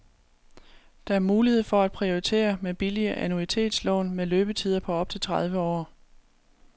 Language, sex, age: Danish, female, 36